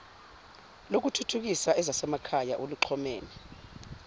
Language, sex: Zulu, female